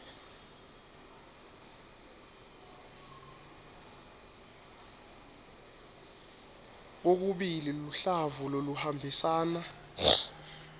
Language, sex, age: Swati, male, 23